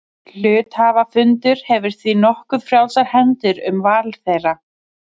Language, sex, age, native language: Icelandic, female, 30-39, Icelandic